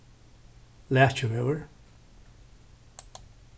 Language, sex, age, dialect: Faroese, male, 36-60, Suðurstreymoy